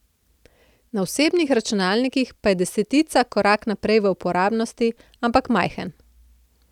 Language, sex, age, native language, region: Slovenian, female, 30-49, Slovenian, Central Slovenia